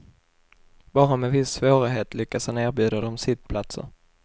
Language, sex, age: Swedish, male, 21